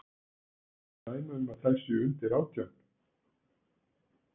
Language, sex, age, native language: Icelandic, male, 60-69, Icelandic